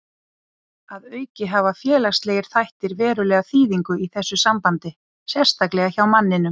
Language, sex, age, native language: Icelandic, female, 40-49, Icelandic